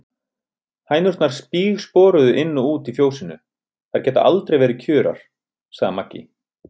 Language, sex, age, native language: Icelandic, male, 30-39, Icelandic